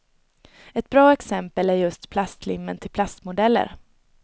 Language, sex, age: Swedish, female, 22